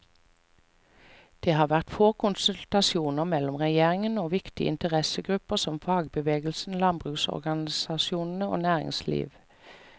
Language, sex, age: Norwegian, female, 45